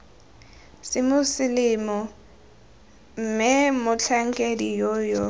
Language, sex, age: Tswana, female, 18